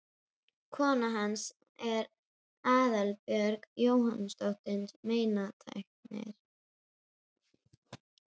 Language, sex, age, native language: Icelandic, female, 12, Icelandic